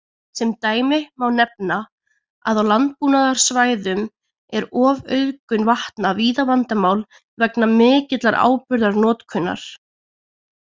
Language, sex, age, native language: Icelandic, female, 20-29, Icelandic